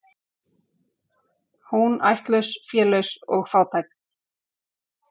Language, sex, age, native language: Icelandic, female, 40-49, Icelandic